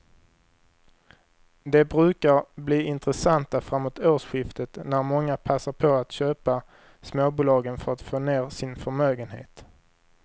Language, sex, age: Swedish, male, 23